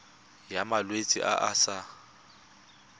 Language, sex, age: Tswana, male, 21